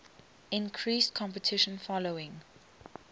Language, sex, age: English, female, 21